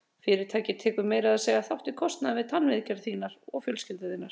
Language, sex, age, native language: Icelandic, female, 30-39, Icelandic